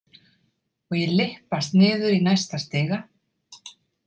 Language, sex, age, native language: Icelandic, female, 30-39, Icelandic